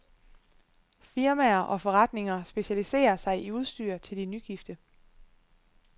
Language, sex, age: Danish, female, 25